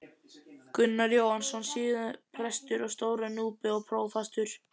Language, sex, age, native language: Icelandic, male, 11, Icelandic